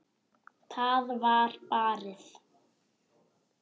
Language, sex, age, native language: Icelandic, male, 10, Icelandic